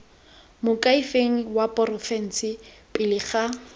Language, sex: Tswana, female